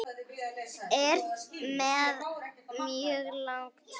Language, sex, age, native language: Icelandic, female, 9, Icelandic